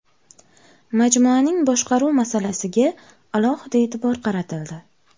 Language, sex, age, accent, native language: Uzbek, female, 18-24, Andijon, Uzbek